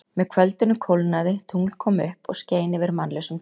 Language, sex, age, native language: Icelandic, female, 40-49, Icelandic